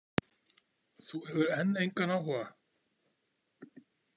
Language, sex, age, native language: Icelandic, male, 40-49, Icelandic